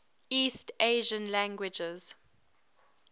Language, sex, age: English, female, 23